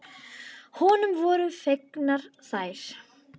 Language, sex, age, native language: Icelandic, female, 10, Icelandic